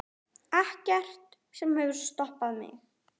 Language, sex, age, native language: Icelandic, male, 9, Icelandic